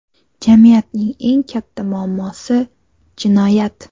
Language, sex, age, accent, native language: Uzbek, female, 18-24, Surxondaryo, Uzbek